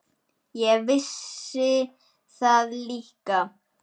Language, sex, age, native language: Icelandic, male, 9, Icelandic